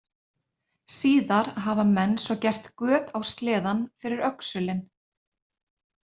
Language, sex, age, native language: Icelandic, female, 30-39, Icelandic